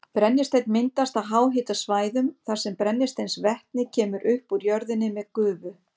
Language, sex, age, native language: Icelandic, female, 50-59, Icelandic